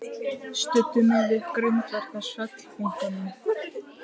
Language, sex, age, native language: Icelandic, female, 15, Icelandic